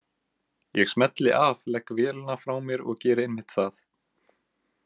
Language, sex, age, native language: Icelandic, male, 18-19, Icelandic